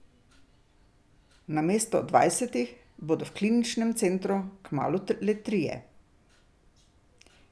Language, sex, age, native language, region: Slovenian, female, 60+, Slovenian, Drava region